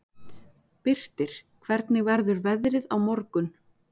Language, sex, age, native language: Icelandic, female, 40-49, Icelandic